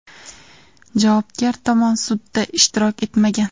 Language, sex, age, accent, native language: Uzbek, female, 18-24, Andijon, Uzbek